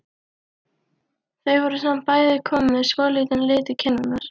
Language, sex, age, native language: Icelandic, female, 12, Icelandic